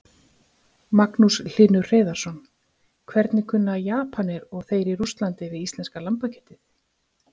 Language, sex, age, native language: Icelandic, female, 50-59, Icelandic